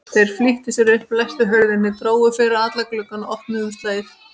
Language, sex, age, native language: Icelandic, female, 30-39, Icelandic